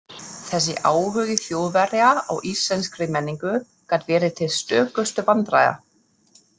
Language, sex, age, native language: Icelandic, female, 30-39, German